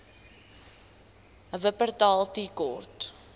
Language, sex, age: Afrikaans, female, 19